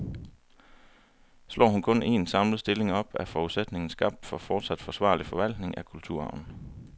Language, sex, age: Danish, male, 23